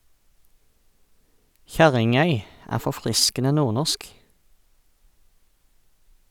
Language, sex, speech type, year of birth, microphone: Norwegian, male, read, 1989, Sennheiser